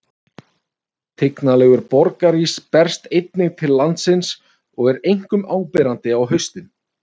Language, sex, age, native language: Icelandic, male, 30-39, Icelandic